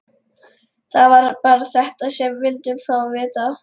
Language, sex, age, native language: Icelandic, female, 11, Lithuanian